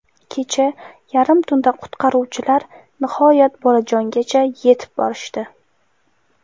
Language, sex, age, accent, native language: Uzbek, female, 18-24, Jizzax, Uzbek